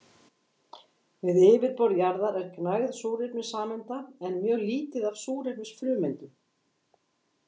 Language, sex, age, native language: Icelandic, female, 50-59, Icelandic